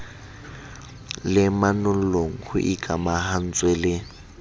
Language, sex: Southern Sotho, male